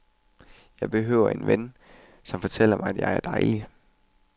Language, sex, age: Danish, male, 21